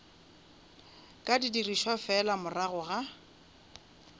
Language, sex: Northern Sotho, female